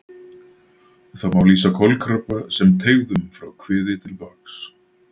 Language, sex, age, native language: Icelandic, male, 40-49, Icelandic